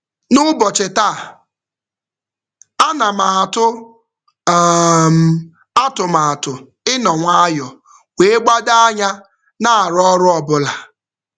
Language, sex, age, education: Igbo, male, 15-29, tertiary